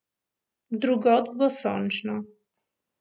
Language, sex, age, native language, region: Slovenian, female, 18-29, Slovenian, Primorsko-notranjska region